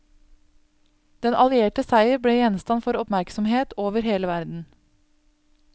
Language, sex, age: Norwegian, female, 27